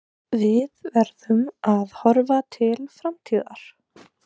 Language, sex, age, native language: Icelandic, male, 18-19, Icelandic